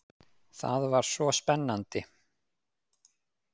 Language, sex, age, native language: Icelandic, male, 50-59, Icelandic